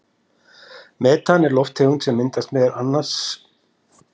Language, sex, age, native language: Icelandic, male, 50-59, Icelandic